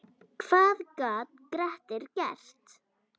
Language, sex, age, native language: Icelandic, female, 10, Icelandic